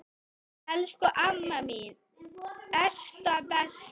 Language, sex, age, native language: Icelandic, male, 8, Icelandic